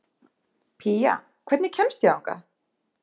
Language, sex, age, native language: Icelandic, female, 30-39, Icelandic